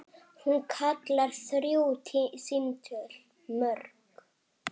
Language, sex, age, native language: Icelandic, male, 7, Icelandic